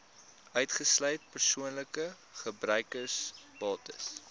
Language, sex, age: Afrikaans, male, 22